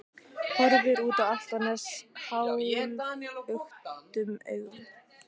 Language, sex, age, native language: Icelandic, female, 15, Icelandic